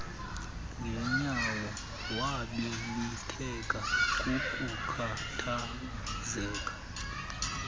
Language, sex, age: Xhosa, male, 19